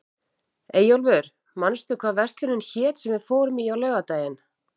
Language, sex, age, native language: Icelandic, female, 40-49, Icelandic